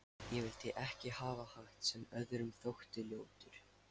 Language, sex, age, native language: Icelandic, male, 13, Lithuanian